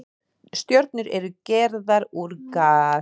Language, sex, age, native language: Icelandic, female, 30-39, Icelandic